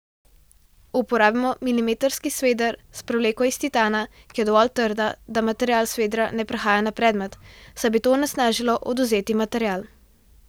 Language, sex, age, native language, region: Slovenian, female, 12-17, Slovenian, Central Slovenia